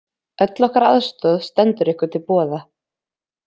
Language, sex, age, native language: Icelandic, female, 20-29, Icelandic